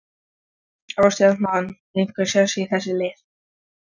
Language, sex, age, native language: Icelandic, female, 13, Icelandic